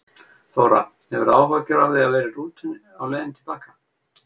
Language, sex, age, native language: Icelandic, male, 50-59, Icelandic